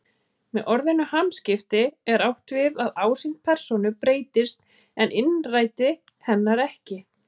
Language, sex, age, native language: Icelandic, female, 30-39, Icelandic